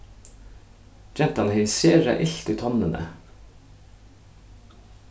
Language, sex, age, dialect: Faroese, male, 15-35, Suðurstreymoy